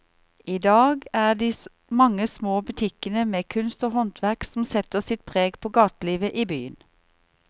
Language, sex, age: Norwegian, female, 38